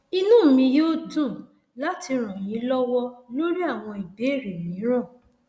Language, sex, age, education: Yoruba, female, 30-45, tertiary